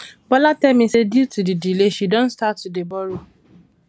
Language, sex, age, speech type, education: Nigerian Pidgin, female, 15-29, spontaneous, tertiary